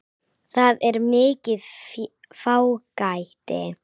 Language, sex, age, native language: Icelandic, female, 9, Icelandic